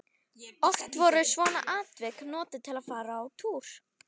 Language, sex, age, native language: Icelandic, female, 12, Icelandic